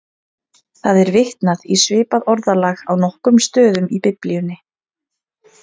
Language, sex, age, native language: Icelandic, female, 30-39, Icelandic